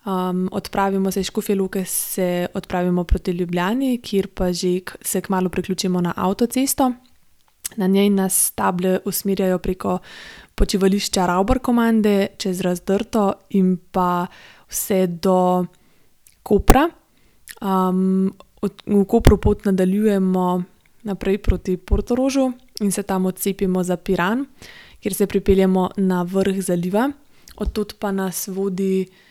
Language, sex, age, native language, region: Slovenian, female, 18-29, Slovenian, Gorenjska region